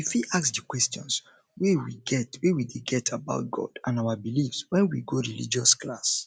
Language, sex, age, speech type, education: Nigerian Pidgin, male, 30-45, spontaneous, tertiary